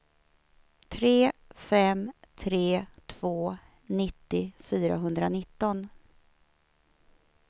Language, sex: Swedish, female